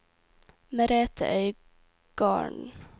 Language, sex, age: Norwegian, female, 18